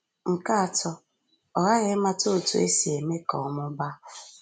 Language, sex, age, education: Igbo, female, 15-29, secondary